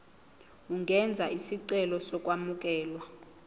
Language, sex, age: Zulu, female, 20